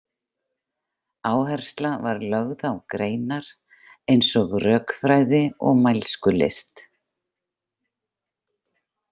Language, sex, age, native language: Icelandic, female, 50-59, Icelandic